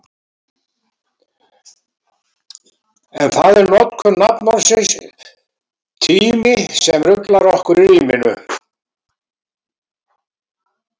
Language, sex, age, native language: Icelandic, male, 70-79, Icelandic